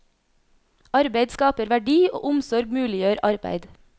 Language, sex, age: Norwegian, female, 26